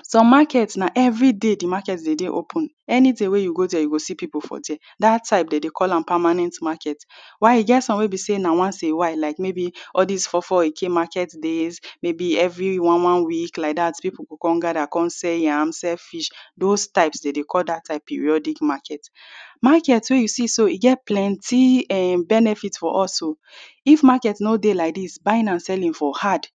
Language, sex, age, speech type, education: Nigerian Pidgin, female, 30-45, spontaneous, tertiary